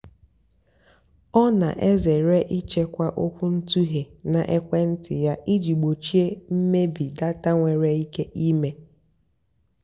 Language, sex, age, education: Igbo, female, 15-29, tertiary